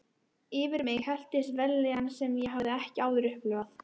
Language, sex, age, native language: Icelandic, female, 12, Icelandic